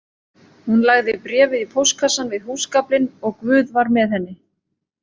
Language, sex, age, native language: Icelandic, female, 30-39, Icelandic